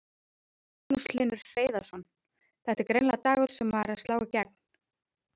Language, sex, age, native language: Icelandic, female, 30-39, Icelandic